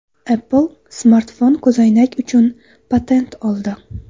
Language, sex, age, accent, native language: Uzbek, female, 19-29, Toshkent viloyati, Uzbek